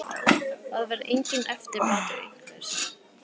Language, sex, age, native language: Icelandic, female, 18-19, Icelandic